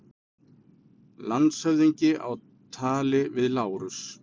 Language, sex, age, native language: Icelandic, male, 40-49, Icelandic